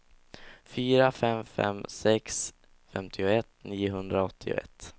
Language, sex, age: Swedish, male, 16